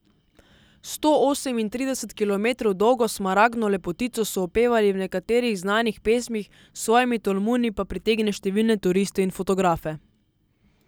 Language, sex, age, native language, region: Slovenian, female, 18-29, Slovenian, Southeast Slovenia